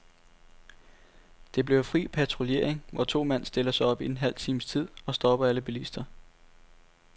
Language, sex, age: Danish, male, 18